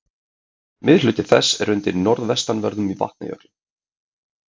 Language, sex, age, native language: Icelandic, male, 30-39, Icelandic